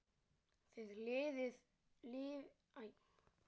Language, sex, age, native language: Icelandic, male, 9, Icelandic